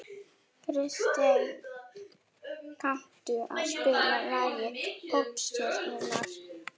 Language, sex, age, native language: Icelandic, female, 11, German